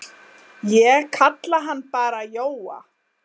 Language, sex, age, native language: Icelandic, female, 10, Icelandic